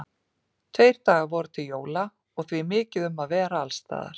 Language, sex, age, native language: Icelandic, female, 40-49, Icelandic